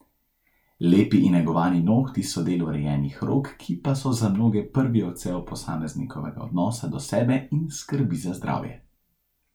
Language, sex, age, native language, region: Slovenian, male, 18-29, Slovenian, Central Slovenia